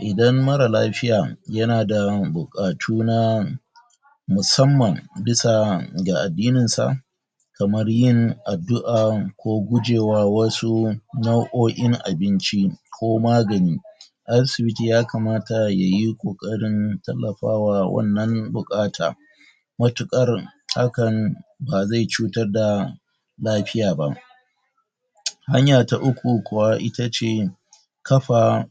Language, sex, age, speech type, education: Hausa, male, 46-60, spontaneous, tertiary